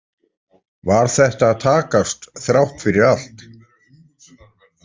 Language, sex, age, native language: Icelandic, male, 40-49, Icelandic